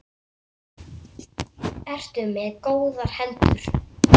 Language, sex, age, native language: Icelandic, male, 8, Icelandic